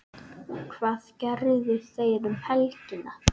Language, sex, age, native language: Icelandic, male, 8, Icelandic